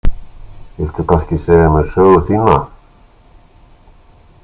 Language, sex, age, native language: Icelandic, male, 60-69, Icelandic